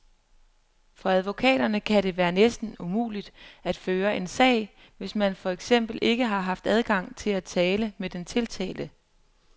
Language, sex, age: Danish, female, 23